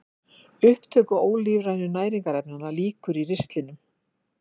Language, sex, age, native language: Icelandic, female, 50-59, Icelandic